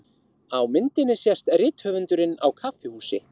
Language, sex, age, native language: Icelandic, male, 30-39, Icelandic